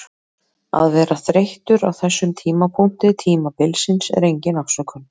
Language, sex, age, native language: Icelandic, female, 30-39, Icelandic